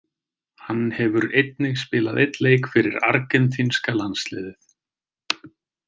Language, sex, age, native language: Icelandic, male, 30-39, Icelandic